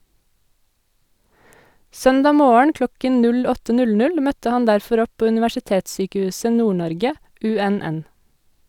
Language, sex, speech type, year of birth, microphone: Norwegian, female, read, 1986, Sennheiser